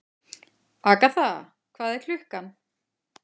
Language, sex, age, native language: Icelandic, female, 40-49, Icelandic